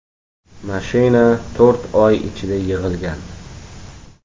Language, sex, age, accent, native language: Uzbek, male, 12-17, Jizzax, Uzbek